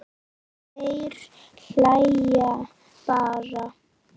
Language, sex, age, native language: Icelandic, female, 9, Icelandic